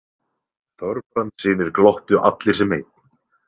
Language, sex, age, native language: Icelandic, male, 20-29, Icelandic